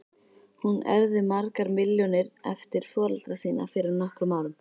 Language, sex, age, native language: Icelandic, female, 13, Icelandic